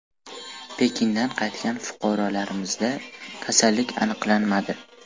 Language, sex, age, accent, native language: Uzbek, male, 12-17, Toshkent viloyati, Uzbek